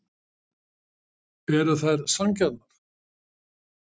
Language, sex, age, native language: Icelandic, male, 60-69, Icelandic